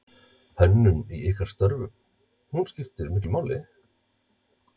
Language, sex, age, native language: Icelandic, male, 30-39, Icelandic